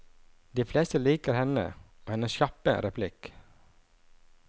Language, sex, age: Norwegian, male, 37